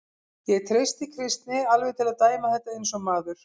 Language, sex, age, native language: Icelandic, female, 50-59, Icelandic